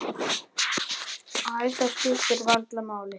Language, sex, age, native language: Icelandic, male, 10, Icelandic